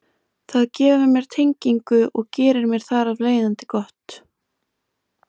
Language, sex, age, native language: Icelandic, female, 20-29, Icelandic